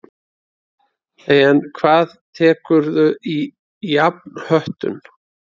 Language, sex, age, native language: Icelandic, male, 30-39, Icelandic